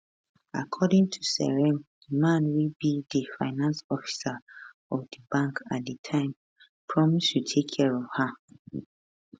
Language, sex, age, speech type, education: Nigerian Pidgin, female, 15-29, spontaneous, tertiary